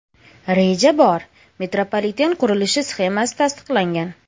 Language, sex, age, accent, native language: Uzbek, female, 18-24, Andijon, Uzbek